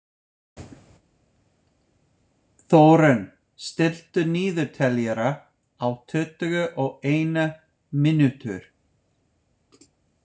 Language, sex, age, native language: Icelandic, male, 50-59, English